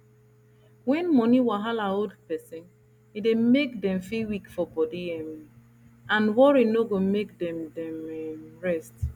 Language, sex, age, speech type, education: Nigerian Pidgin, female, 30-45, spontaneous, tertiary